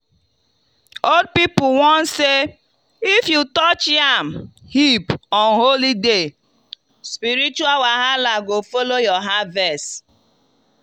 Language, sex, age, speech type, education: Nigerian Pidgin, female, 30-45, spontaneous, tertiary